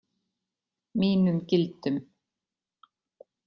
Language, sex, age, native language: Icelandic, female, 40-49, Icelandic